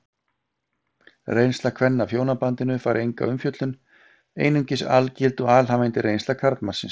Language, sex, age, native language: Icelandic, male, 50-59, Icelandic